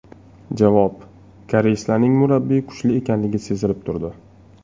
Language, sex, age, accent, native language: Uzbek, male, 25-34, Toshkent shahri, Uzbek